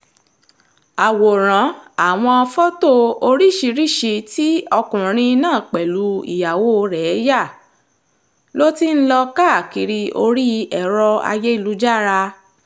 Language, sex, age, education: Yoruba, female, 30-45, tertiary